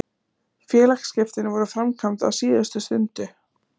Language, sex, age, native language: Icelandic, female, 20-29, Icelandic